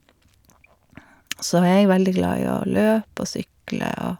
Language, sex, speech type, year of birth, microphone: Norwegian, female, spontaneous, 1952, Shure